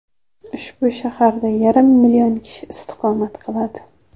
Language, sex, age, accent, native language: Uzbek, female, 18-24, Jizzax, Uzbek